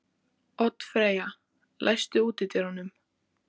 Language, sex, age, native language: Icelandic, female, 14, Icelandic